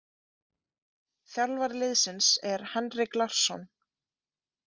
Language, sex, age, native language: Icelandic, female, 20-29, Icelandic